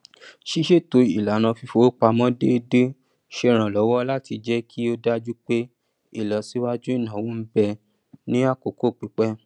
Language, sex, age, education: Yoruba, male, 30-45, tertiary